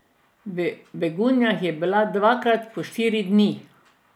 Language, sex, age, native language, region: Slovenian, female, 60+, Slovenian, Drava region